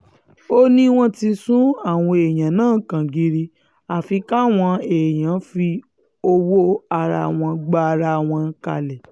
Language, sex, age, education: Yoruba, female, 15-29, tertiary